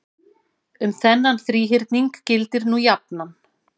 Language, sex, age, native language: Icelandic, female, 40-49, Icelandic